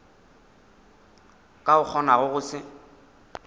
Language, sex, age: Northern Sotho, male, 21